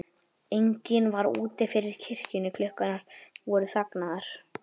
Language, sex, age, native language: Icelandic, male, 11, Icelandic